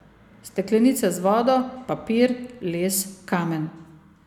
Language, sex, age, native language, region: Slovenian, female, 50-59, Slovenian, Savinja region